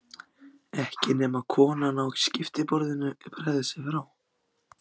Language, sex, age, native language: Icelandic, other, 14, Icelandic